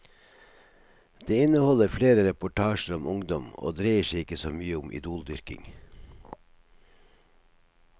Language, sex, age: Norwegian, male, 57